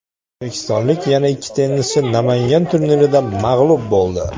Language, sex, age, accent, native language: Uzbek, male, 19-29, Andijon, Uzbek